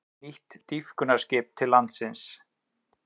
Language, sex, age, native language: Icelandic, male, 30-39, Icelandic